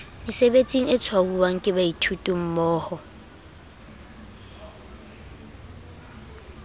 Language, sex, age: Southern Sotho, female, 22